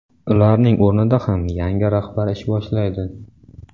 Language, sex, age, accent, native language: Uzbek, male, 18-24, Samarqand, Uzbek